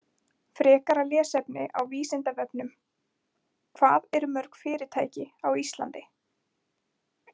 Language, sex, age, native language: Icelandic, female, 20-29, Icelandic